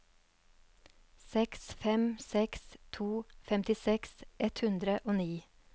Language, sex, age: Norwegian, female, 39